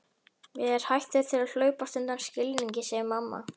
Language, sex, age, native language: Icelandic, male, 11, Icelandic